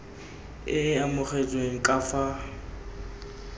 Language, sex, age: Tswana, male, 20